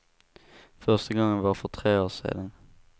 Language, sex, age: Swedish, male, 18